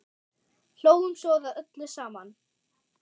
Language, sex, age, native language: Icelandic, male, 6, German